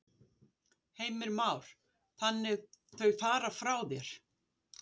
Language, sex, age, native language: Icelandic, female, 50-59, Icelandic